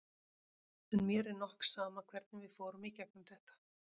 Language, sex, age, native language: Icelandic, female, 40-49, Icelandic